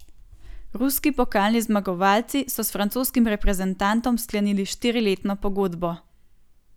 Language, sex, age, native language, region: Slovenian, female, 18-29, Slovenian, Gorenjska region